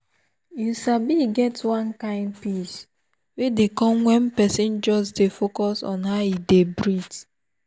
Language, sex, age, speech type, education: Nigerian Pidgin, female, 15-29, spontaneous, tertiary